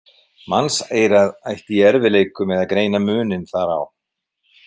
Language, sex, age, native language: Icelandic, male, 50-59, Icelandic